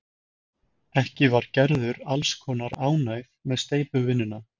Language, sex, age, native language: Icelandic, male, 20-29, Icelandic